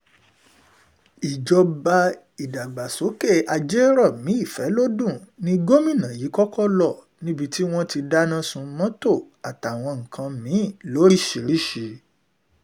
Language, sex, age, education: Yoruba, male, 46-60, tertiary